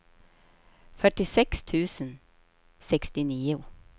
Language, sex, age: Swedish, female, 53